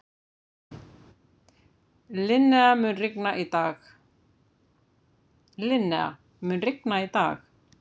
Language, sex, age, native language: Icelandic, female, 50-59, Icelandic